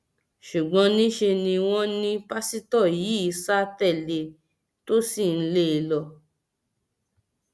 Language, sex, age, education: Yoruba, female, 30-45, tertiary